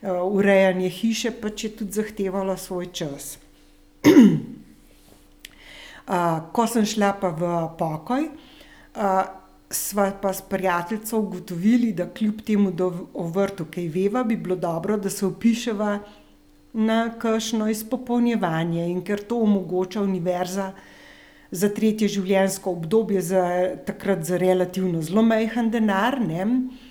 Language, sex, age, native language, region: Slovenian, female, 60+, Slovenian, Central Slovenia